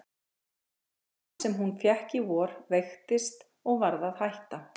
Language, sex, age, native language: Icelandic, female, 40-49, Icelandic